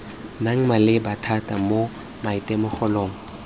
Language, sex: Tswana, male